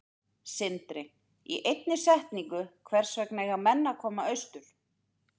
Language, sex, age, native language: Icelandic, female, 30-39, Icelandic